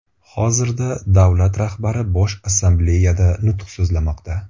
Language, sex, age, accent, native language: Uzbek, male, 25-34, Buxoro, Uzbek